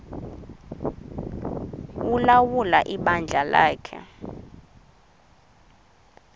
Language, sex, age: Xhosa, female, 20